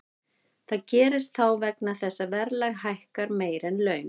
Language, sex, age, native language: Icelandic, female, 50-59, Icelandic